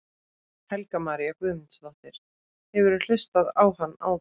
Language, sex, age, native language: Icelandic, female, 30-39, Icelandic